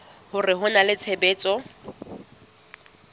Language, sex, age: Southern Sotho, female, 19